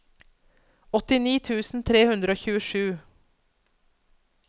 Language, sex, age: Norwegian, female, 42